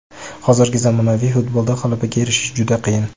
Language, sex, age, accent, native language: Uzbek, male, 18-24, Jizzax, Uzbek